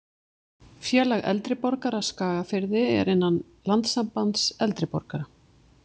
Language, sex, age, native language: Icelandic, female, 50-59, Icelandic